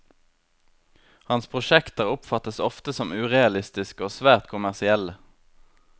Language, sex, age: Norwegian, male, 23